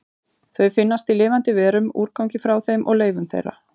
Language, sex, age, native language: Icelandic, female, 40-49, Icelandic